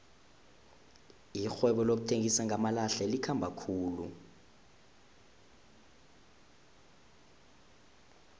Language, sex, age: South Ndebele, male, 20